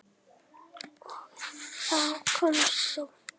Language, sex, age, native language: Icelandic, female, 9, Icelandic